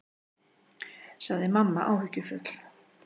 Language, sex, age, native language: Icelandic, female, 60-69, Icelandic